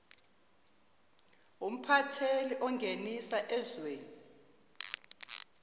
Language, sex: Zulu, female